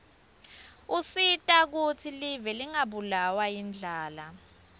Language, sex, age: Swati, female, 24